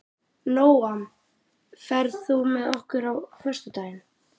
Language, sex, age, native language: Icelandic, male, 30-39, Icelandic